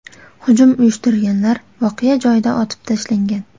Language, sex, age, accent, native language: Uzbek, female, 18-24, Toshkent shahri, Uzbek